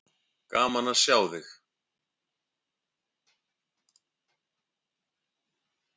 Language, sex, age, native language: Icelandic, male, 50-59, Icelandic